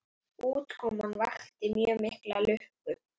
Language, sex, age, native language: Icelandic, female, 8, Icelandic